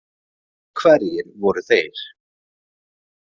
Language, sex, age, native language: Icelandic, male, 30-39, Icelandic